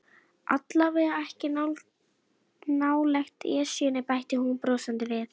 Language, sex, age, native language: Icelandic, female, 11, Icelandic